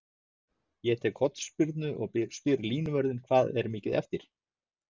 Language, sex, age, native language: Icelandic, male, 50-59, Icelandic